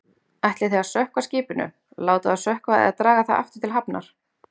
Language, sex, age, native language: Icelandic, female, 30-39, Icelandic